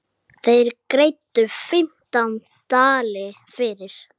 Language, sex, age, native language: Icelandic, male, 8, Icelandic